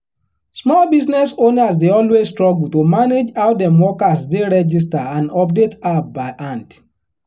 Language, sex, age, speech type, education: Nigerian Pidgin, male, 15-29, spontaneous, tertiary